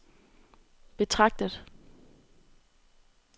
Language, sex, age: Danish, female, 18